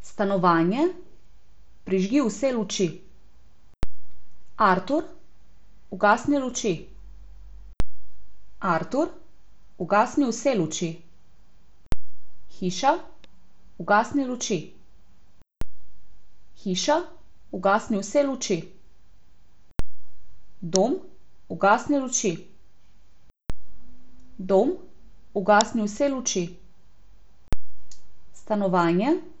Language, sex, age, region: Slovenian, female, 18-29, Abroad